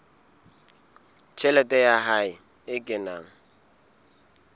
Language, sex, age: Southern Sotho, male, 22